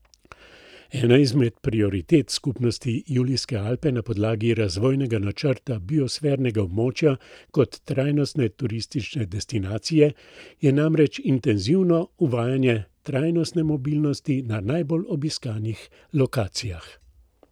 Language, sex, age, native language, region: Slovenian, male, 60+, Slovenian, Central Slovenia